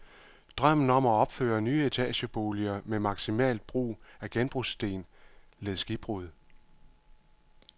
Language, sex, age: Danish, male, 51